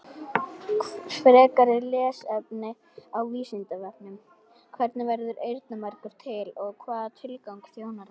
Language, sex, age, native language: Icelandic, female, 18-19, Icelandic